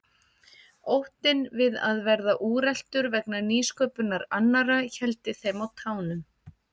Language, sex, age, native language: Icelandic, female, 50-59, Icelandic